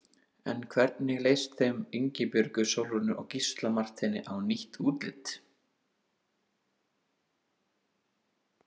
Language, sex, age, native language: Icelandic, male, 20-29, Icelandic